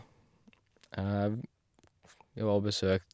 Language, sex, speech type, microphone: Norwegian, male, spontaneous, Shure